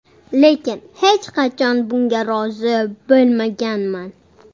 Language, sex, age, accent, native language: Uzbek, male, 40-49, Surxondaryo, Uzbek